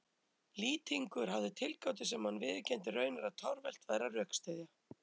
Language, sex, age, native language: Icelandic, female, 30-39, Icelandic